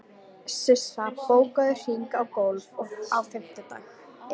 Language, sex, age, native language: Icelandic, female, 18-19, Icelandic